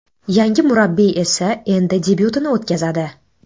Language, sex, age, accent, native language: Uzbek, female, 18-24, Navoiy, Uzbek